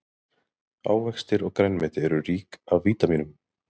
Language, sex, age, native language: Icelandic, male, 30-39, Icelandic